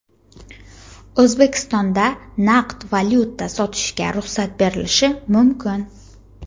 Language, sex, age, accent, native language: Uzbek, female, 19-29, Jizzax, Uzbek